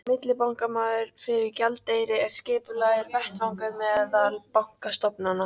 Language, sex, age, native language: Icelandic, female, 30-39, Icelandic